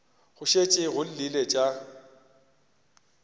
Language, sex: Northern Sotho, male